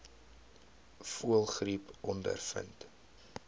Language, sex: Afrikaans, male